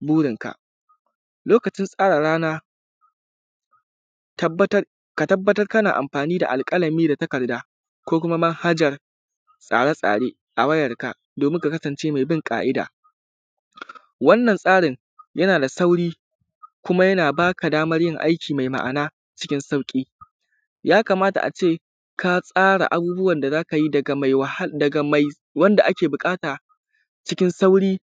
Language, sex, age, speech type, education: Hausa, male, 15-29, spontaneous, tertiary